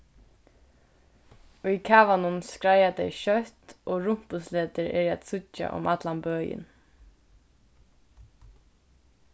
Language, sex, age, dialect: Faroese, female, 15-35, Suðurstreymoy